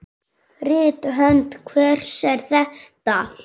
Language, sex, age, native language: Icelandic, male, 6, Icelandic